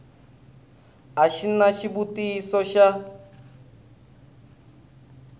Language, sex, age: Tsonga, male, 20